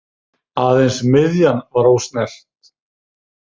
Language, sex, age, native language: Icelandic, male, 30-39, Icelandic